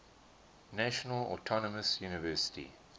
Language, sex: English, male